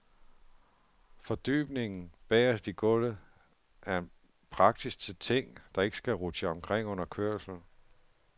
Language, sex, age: Danish, male, 47